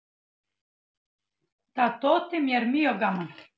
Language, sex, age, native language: Icelandic, female, 8, Icelandic